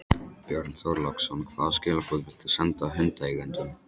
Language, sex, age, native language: Icelandic, male, 13, Polish